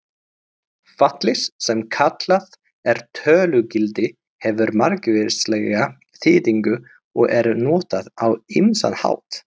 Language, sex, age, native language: Icelandic, male, 30-39, Icelandic